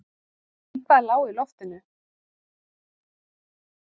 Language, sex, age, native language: Icelandic, female, 40-49, Icelandic